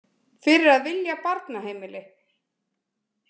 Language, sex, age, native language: Icelandic, female, 20-29, Icelandic